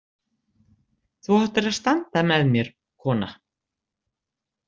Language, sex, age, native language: Icelandic, female, 60-69, Icelandic